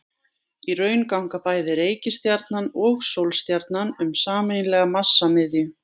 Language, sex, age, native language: Icelandic, female, 20-29, Icelandic